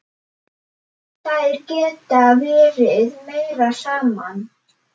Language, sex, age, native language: Icelandic, male, 10, Icelandic